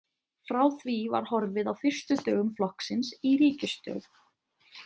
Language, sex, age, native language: Icelandic, female, 20-29, Icelandic